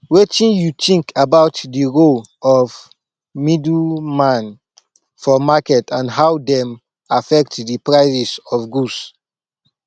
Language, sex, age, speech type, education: Nigerian Pidgin, male, 15-29, spontaneous, tertiary